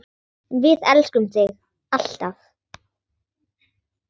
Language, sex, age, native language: Icelandic, female, 10, Icelandic